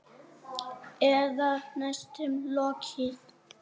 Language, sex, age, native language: Icelandic, male, 8, Icelandic